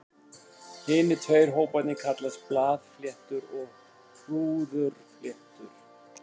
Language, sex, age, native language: Icelandic, male, 50-59, Icelandic